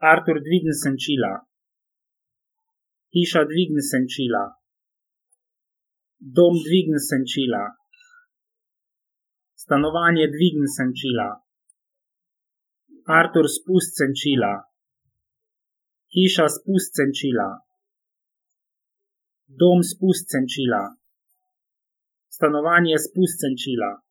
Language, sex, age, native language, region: Slovenian, male, 30-49, Slovenian, Savinja region